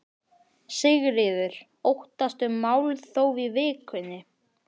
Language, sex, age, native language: Icelandic, male, 11, Icelandic